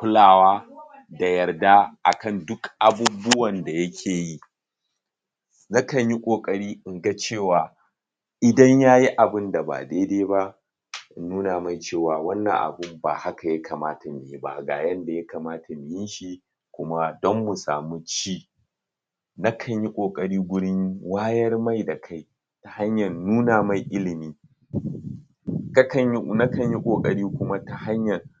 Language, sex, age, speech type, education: Hausa, male, 30-45, spontaneous, tertiary